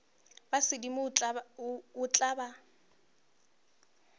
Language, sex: Northern Sotho, female